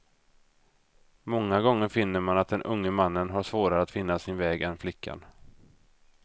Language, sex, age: Swedish, male, 32